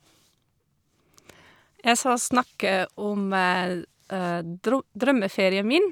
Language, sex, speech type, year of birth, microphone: Norwegian, female, spontaneous, 1978, Shure